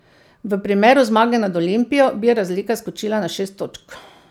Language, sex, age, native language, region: Slovenian, female, 50-59, Slovenian, Central Slovenia